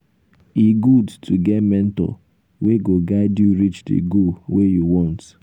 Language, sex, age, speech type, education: Nigerian Pidgin, male, 15-29, spontaneous, tertiary